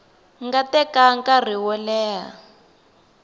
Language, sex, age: Tsonga, female, 19